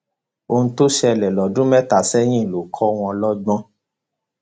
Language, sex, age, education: Yoruba, male, 15-29, tertiary